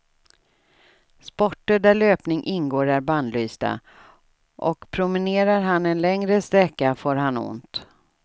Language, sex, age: Swedish, female, 67